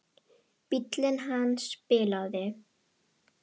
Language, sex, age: Icelandic, female, 10